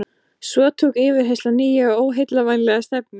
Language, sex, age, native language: Icelandic, female, 14, Icelandic